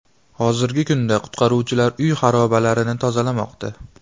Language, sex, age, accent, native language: Uzbek, male, 18-24, Farg'ona, Uzbek